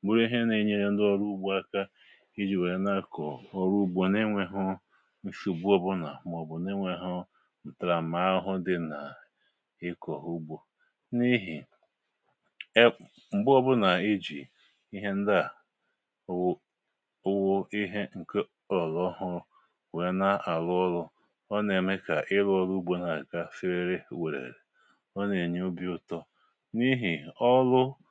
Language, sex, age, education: Igbo, male, 30-45, tertiary